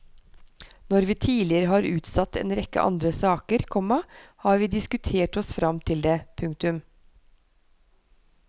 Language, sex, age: Norwegian, female, 43